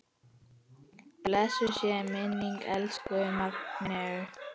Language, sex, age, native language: Icelandic, female, 10, Icelandic